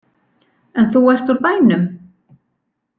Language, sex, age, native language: Icelandic, female, 40-49, Icelandic